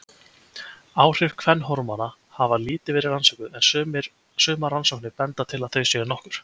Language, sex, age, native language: Icelandic, male, 20-29, Icelandic